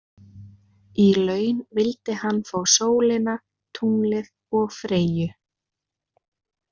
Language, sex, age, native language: Icelandic, female, 20-29, Icelandic